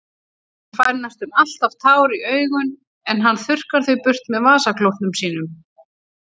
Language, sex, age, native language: Icelandic, female, 30-39, Icelandic